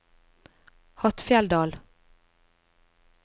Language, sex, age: Norwegian, female, 20